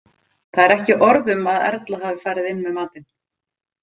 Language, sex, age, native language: Icelandic, female, 30-39, Icelandic